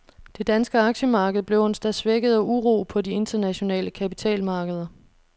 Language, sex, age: Danish, female, 26